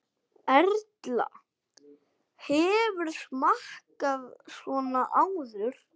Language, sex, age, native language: Icelandic, male, 8, Icelandic